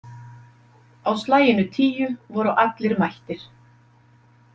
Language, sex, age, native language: Icelandic, female, 50-59, Icelandic